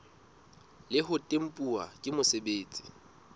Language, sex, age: Southern Sotho, male, 19